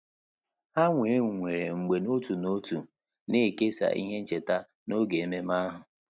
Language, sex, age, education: Igbo, male, 30-45, tertiary